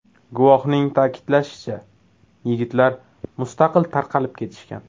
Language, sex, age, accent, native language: Uzbek, male, 18-24, Toshkent viloyati, Uzbek